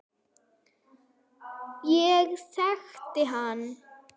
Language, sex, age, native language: Icelandic, female, 9, Icelandic